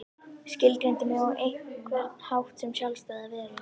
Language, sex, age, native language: Icelandic, female, 11, Icelandic